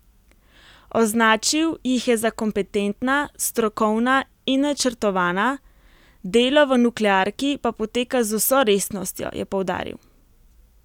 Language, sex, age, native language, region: Slovenian, female, 18-29, Slovenian, Primorsko-notranjska region